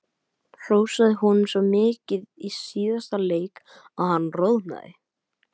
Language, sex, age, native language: Icelandic, male, 12, Icelandic